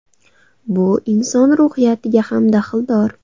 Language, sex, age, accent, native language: Uzbek, female, 19-29, Andijon, Uzbek